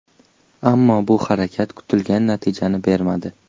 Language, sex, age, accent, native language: Uzbek, male, 18-24, Toshkent shahri, Uzbek